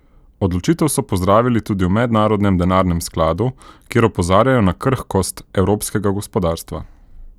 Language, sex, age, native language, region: Slovenian, male, 18-29, Slovenian, Central Slovenia